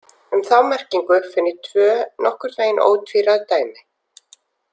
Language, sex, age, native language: Icelandic, female, 40-49, Icelandic